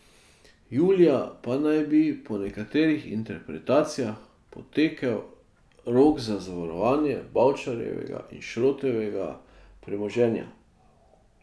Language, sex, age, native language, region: Slovenian, male, 50-59, Slovenian, Drava region